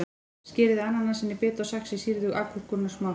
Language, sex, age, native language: Icelandic, female, 14, Icelandic